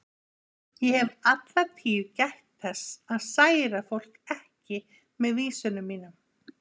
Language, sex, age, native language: Icelandic, female, 50-59, Icelandic